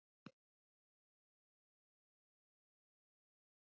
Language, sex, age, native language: Icelandic, female, 70-79, Icelandic